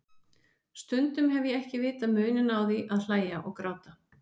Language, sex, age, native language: Icelandic, female, 50-59, Icelandic